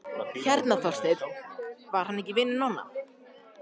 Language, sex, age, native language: Icelandic, male, 14, Icelandic